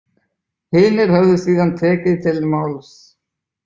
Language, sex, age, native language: Icelandic, male, 20-29, Icelandic